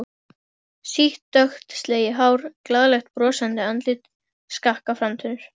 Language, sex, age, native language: Icelandic, female, 12, Icelandic